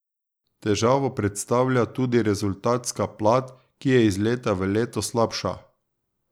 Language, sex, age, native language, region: Slovenian, male, 30-49, Slovenian, Drava region